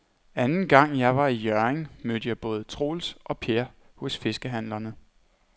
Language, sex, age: Danish, male, 29